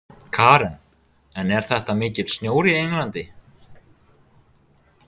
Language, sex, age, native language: Icelandic, male, 18-19, Icelandic